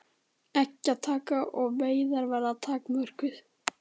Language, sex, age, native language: Icelandic, male, 18-19, Icelandic